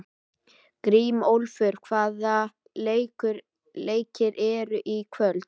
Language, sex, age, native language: Icelandic, male, 12, Icelandic